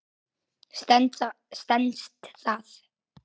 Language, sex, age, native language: Icelandic, male, 9, Icelandic